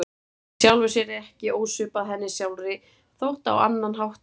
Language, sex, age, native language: Icelandic, male, 30-39, Icelandic